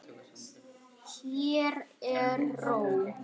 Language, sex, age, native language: Icelandic, other, 10, Icelandic